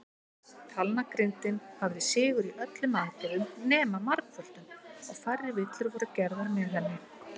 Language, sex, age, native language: Icelandic, female, 50-59, Icelandic